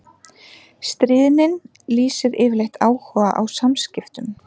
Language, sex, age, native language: Icelandic, female, 30-39, Icelandic